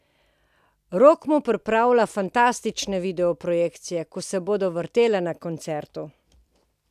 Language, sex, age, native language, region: Slovenian, female, 50-59, Slovenian, Posavska region